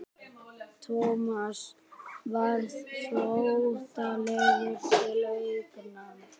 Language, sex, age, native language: Icelandic, male, 18-19, Icelandic